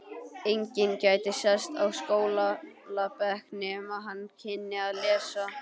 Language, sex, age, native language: Icelandic, male, 11, Icelandic